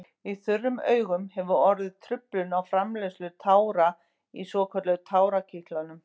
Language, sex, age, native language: Icelandic, female, 50-59, Icelandic